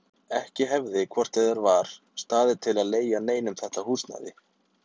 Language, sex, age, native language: Icelandic, male, 30-39, Icelandic